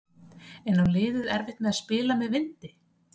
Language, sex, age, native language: Icelandic, female, 30-39, Icelandic